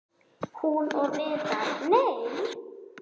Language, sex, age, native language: Icelandic, female, 9, Icelandic